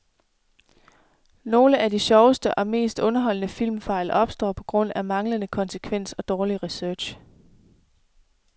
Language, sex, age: Danish, female, 24